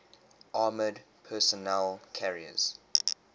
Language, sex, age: English, male, 23